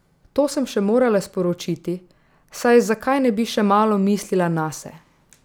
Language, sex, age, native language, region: Slovenian, female, 18-29, Slovenian, Drava region